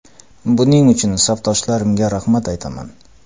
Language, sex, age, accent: Uzbek, male, 25-34, Qoraqalpog'iston